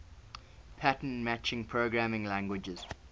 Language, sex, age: English, male, 19